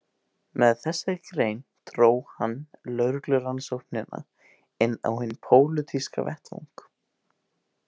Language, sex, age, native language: Icelandic, male, 18-19, Icelandic